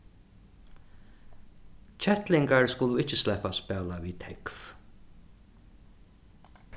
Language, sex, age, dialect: Faroese, male, 36-60, Suðuroy